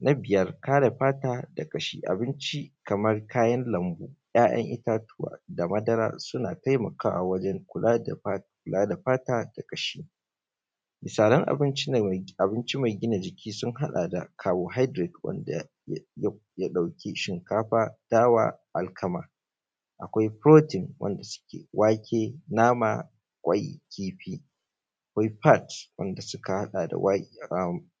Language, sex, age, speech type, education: Hausa, male, 15-29, spontaneous, primary